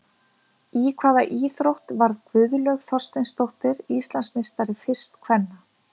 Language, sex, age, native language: Icelandic, female, 50-59, Icelandic